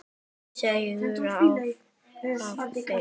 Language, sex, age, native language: Icelandic, male, 10, Icelandic